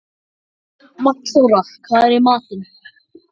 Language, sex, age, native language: Icelandic, male, 14, Icelandic